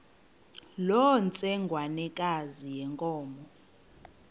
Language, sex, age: Xhosa, female, 18